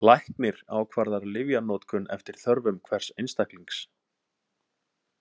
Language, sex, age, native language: Icelandic, male, 30-39, Icelandic